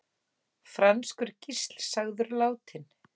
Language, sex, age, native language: Icelandic, female, 18-19, Icelandic